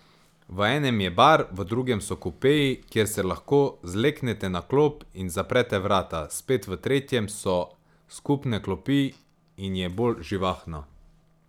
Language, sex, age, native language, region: Slovenian, male, 18-29, Slovenian, Savinja region